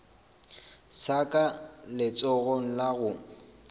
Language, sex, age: Northern Sotho, male, 26